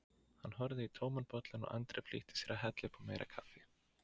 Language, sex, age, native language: Icelandic, male, 20-29, Icelandic